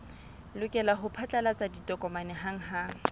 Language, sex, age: Southern Sotho, female, 25